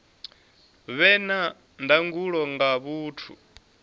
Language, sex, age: Venda, male, 24